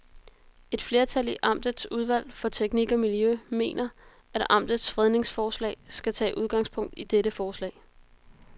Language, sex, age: Danish, female, 33